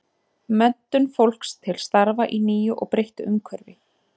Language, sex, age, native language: Icelandic, female, 30-39, Icelandic